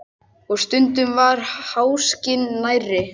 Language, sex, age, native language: Icelandic, male, 6, Icelandic